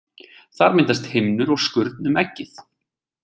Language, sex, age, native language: Icelandic, male, 20-29, Icelandic